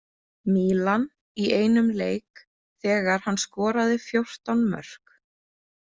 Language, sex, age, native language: Icelandic, female, 20-29, Icelandic